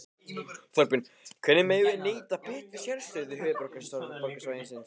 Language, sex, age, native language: Icelandic, male, 15, Icelandic